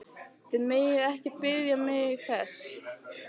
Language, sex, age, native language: Icelandic, female, 15, Icelandic